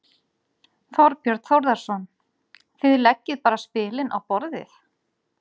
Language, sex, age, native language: Icelandic, female, 40-49, Icelandic